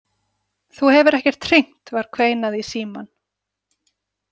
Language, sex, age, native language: Icelandic, female, 40-49, Icelandic